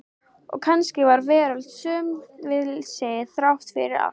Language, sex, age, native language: Icelandic, female, 13, Icelandic